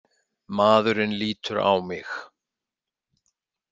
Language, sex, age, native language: Icelandic, male, 60-69, Icelandic